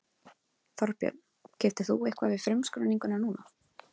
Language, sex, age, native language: Icelandic, female, 20-29, Icelandic